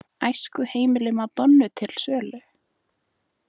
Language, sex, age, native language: Icelandic, female, 20-29, Icelandic